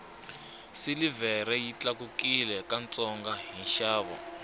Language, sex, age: Tsonga, male, 25